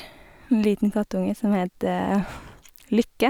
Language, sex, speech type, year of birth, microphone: Norwegian, female, spontaneous, 1988, Sennheiser